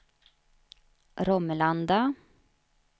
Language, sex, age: Swedish, female, 35